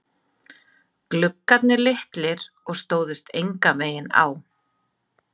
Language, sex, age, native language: Icelandic, female, 30-39, Icelandic